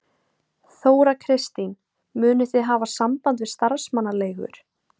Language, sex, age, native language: Icelandic, female, 18-19, Icelandic